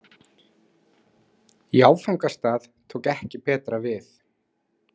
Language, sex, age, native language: Icelandic, male, 40-49, Icelandic